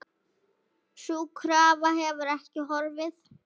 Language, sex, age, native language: Icelandic, female, 7, Icelandic